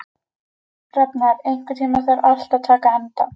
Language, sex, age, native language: Icelandic, female, 11, Icelandic